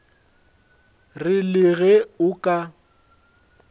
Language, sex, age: Northern Sotho, male, 21